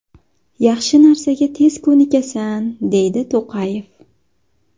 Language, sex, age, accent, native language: Uzbek, female, 19-29, Sirdaryo, Uzbek